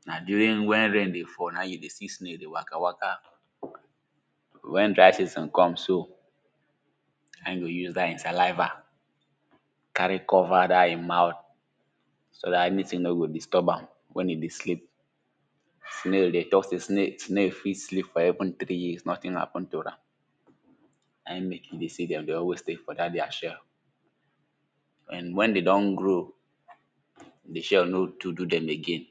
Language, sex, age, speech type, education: Nigerian Pidgin, male, 15-29, spontaneous, tertiary